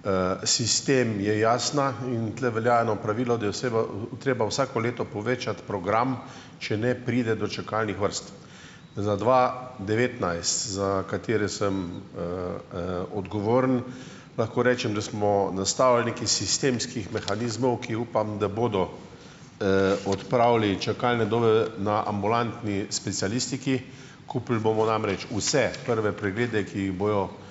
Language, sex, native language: Slovenian, male, Slovenian